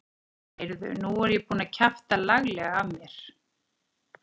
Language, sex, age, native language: Icelandic, female, 40-49, Icelandic